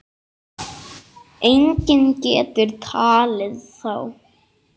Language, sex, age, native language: Icelandic, male, 8, Icelandic